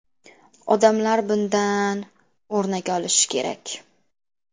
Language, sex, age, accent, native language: Uzbek, female, under 19, Namangan, Uzbek